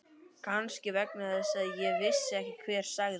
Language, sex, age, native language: Icelandic, female, 12, Icelandic